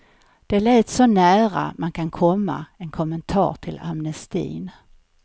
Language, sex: Swedish, female